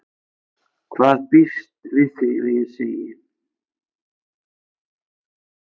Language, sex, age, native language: Icelandic, male, 60-69, Icelandic